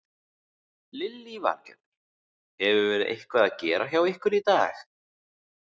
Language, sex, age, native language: Icelandic, male, 18-19, Icelandic